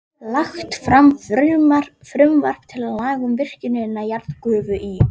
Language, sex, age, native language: Icelandic, female, 11, Icelandic